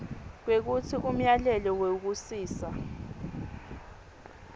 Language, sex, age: Swati, female, 20